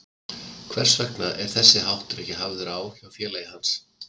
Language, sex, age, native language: Icelandic, male, 50-59, Icelandic